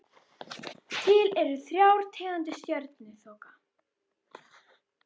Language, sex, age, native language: Icelandic, female, 21, Icelandic